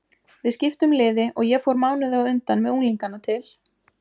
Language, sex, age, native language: Icelandic, female, 20-29, Icelandic